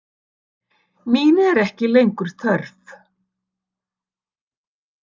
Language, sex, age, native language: Icelandic, female, 60-69, Icelandic